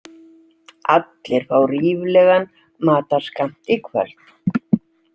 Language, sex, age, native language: Icelandic, female, 60-69, Icelandic